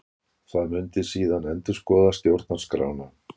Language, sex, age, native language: Icelandic, male, 60-69, Icelandic